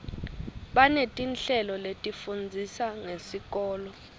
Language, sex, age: Swati, female, 21